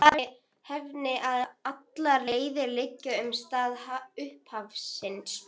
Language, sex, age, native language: Icelandic, female, 11, Icelandic